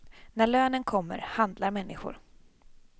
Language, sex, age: Swedish, female, 26